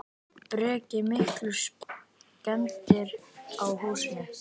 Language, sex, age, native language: Icelandic, male, 10, Icelandic